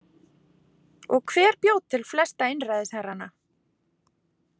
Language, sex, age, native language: Icelandic, female, 40-49, Icelandic